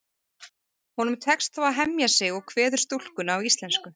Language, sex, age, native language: Icelandic, female, 30-39, Icelandic